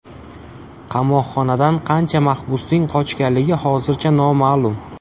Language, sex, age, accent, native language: Uzbek, male, 25-34, Buxoro, Uzbek